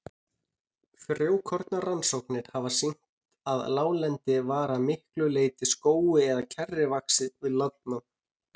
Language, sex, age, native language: Icelandic, male, 30-39, Icelandic